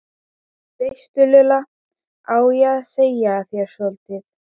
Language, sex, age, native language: Icelandic, female, 12, Icelandic